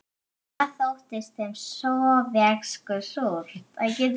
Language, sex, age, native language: Icelandic, female, 9, Icelandic